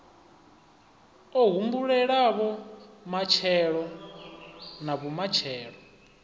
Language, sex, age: Venda, male, 25